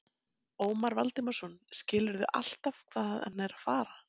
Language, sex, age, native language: Icelandic, female, 20-29, Icelandic